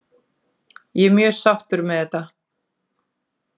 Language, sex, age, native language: Icelandic, female, 40-49, Icelandic